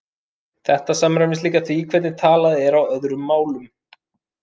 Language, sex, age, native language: Icelandic, male, 30-39, Icelandic